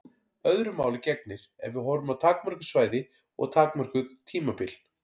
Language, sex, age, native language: Icelandic, male, 40-49, Icelandic